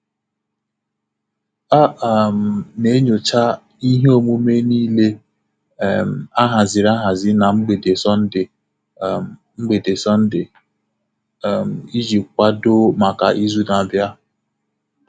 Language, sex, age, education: Igbo, male, 30-45, tertiary